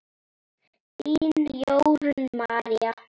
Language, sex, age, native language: Icelandic, female, 9, Icelandic